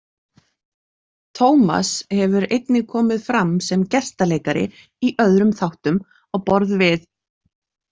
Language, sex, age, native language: Icelandic, female, 40-49, Icelandic